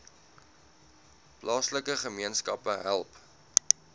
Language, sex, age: Afrikaans, male, 19